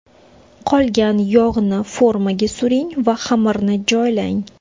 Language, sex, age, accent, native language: Uzbek, female, 25-34, Toshkent shahri, Uzbek